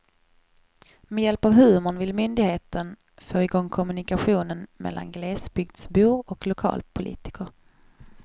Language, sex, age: Swedish, female, 21